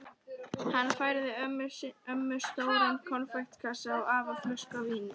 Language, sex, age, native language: Icelandic, female, 13, Icelandic